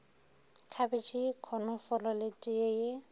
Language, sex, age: Northern Sotho, female, 23